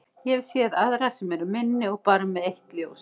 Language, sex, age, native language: Icelandic, female, 50-59, Icelandic